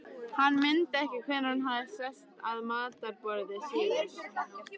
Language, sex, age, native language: Icelandic, female, 13, Icelandic